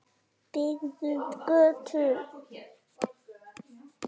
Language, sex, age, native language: Icelandic, female, 10, Icelandic